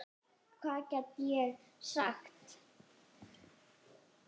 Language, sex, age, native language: Icelandic, female, 8, Icelandic